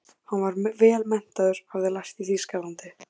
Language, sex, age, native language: Icelandic, female, 14, Icelandic